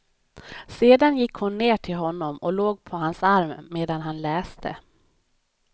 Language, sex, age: Swedish, female, 31